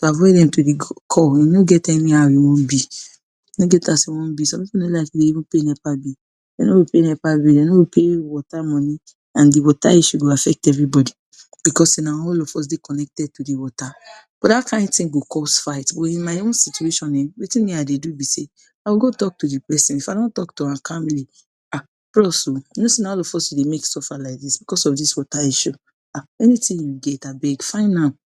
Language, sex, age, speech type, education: Nigerian Pidgin, female, 46-60, spontaneous, tertiary